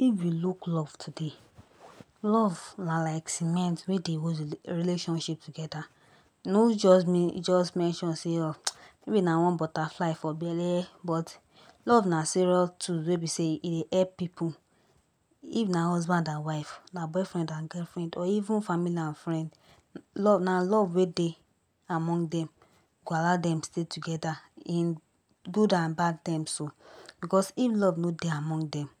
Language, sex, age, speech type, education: Nigerian Pidgin, female, 60+, spontaneous, tertiary